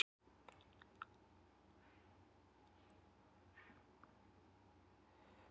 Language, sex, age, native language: Icelandic, male, 40-49, Icelandic